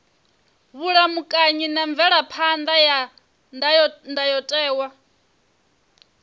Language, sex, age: Venda, female, 23